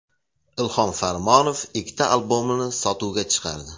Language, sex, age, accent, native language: Uzbek, male, 35+, Jizzax, Uzbek